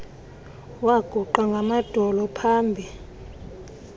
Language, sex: Xhosa, male